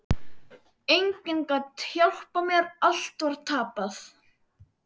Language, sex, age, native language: Icelandic, male, 12, Icelandic